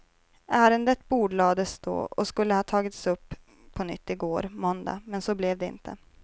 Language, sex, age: Swedish, female, 23